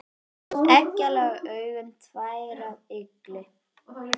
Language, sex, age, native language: Icelandic, male, 10, Icelandic